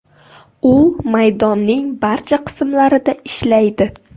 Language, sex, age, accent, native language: Uzbek, female, 18-24, Surxondaryo, Uzbek